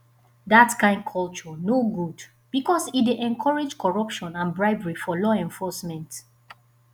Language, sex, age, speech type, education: Nigerian Pidgin, female, 15-29, spontaneous, tertiary